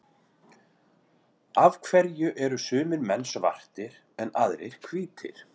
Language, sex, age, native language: Icelandic, male, 40-49, Icelandic